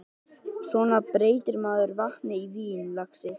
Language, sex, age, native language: Icelandic, male, 12, Icelandic